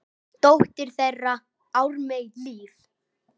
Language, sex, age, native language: Icelandic, male, 9, Icelandic